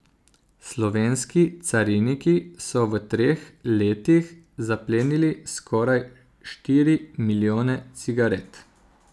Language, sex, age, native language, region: Slovenian, male, 30-49, Slovenian, Zasavska region